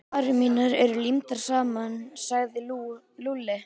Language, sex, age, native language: Icelandic, male, 13, Icelandic